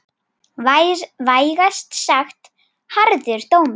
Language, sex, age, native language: Icelandic, female, 10, Icelandic